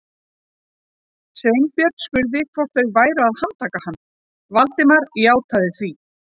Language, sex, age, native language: Icelandic, female, 40-49, Icelandic